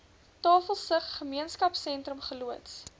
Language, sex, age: Afrikaans, female, 21